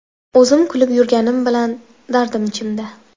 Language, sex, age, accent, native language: Uzbek, female, 12-17, Toshkent shahri, Uzbek